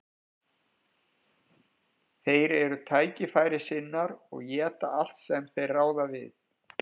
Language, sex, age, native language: Icelandic, male, 50-59, Icelandic